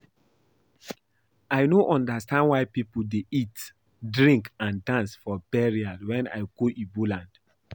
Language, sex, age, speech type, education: Nigerian Pidgin, male, 15-29, read, primary